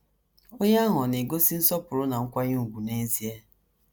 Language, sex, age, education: Igbo, female, 30-45, tertiary